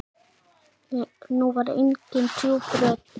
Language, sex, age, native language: Icelandic, male, 8, Icelandic